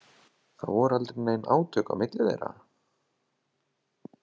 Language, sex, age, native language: Icelandic, male, 30-39, Icelandic